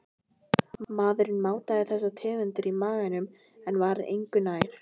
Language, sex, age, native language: Icelandic, female, 15, Icelandic